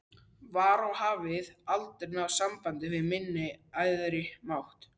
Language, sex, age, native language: Icelandic, male, 12, Icelandic